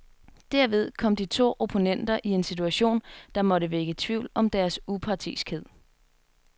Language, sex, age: Danish, female, 21